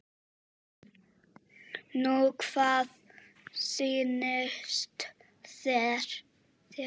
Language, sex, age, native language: Icelandic, male, 7, Czech